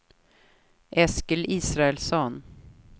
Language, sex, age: Swedish, female, 43